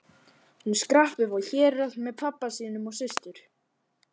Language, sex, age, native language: Icelandic, male, 11, Icelandic